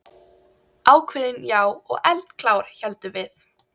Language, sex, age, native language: Icelandic, female, 12, Icelandic